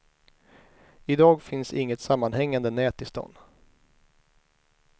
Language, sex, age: Swedish, male, 23